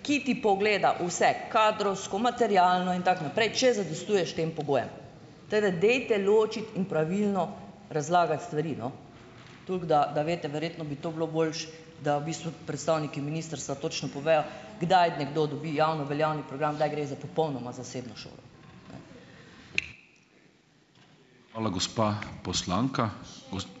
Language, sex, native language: Slovenian, female, Slovenian